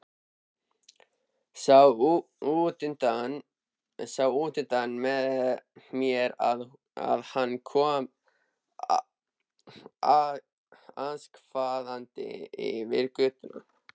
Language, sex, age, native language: Icelandic, male, 13, Icelandic